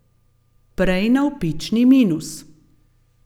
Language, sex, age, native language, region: Slovenian, female, 50-59, Slovenian, Gorenjska region